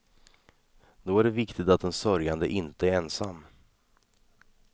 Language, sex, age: Swedish, male, 26